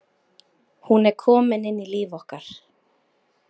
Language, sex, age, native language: Icelandic, female, 30-39, Icelandic